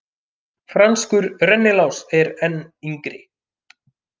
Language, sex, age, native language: Icelandic, male, 30-39, Icelandic